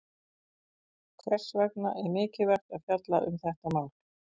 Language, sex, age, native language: Icelandic, female, 50-59, Icelandic